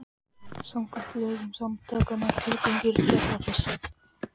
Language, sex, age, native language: Icelandic, male, 14, Icelandic